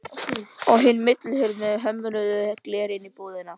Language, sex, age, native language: Icelandic, male, 13, Icelandic